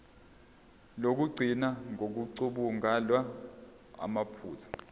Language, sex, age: Zulu, male, 22